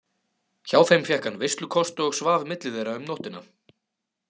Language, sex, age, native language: Icelandic, male, 30-39, Icelandic